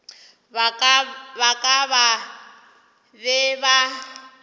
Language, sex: Northern Sotho, female